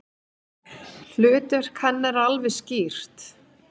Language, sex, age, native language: Icelandic, female, 50-59, Icelandic